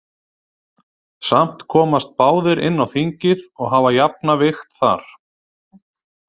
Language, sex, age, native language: Icelandic, male, 30-39, Icelandic